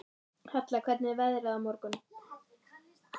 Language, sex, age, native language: Icelandic, female, 13, Icelandic